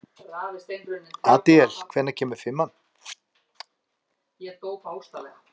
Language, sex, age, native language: Icelandic, other, 50-59, Icelandic